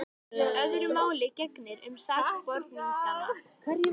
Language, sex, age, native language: Icelandic, female, 18-19, Icelandic